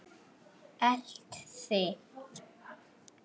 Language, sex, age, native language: Icelandic, male, 6, Icelandic